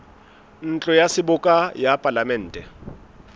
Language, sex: Southern Sotho, male